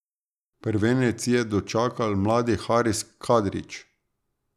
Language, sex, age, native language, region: Slovenian, male, 30-49, Slovenian, Drava region